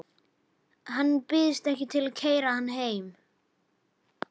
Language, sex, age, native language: Icelandic, female, 11, Icelandic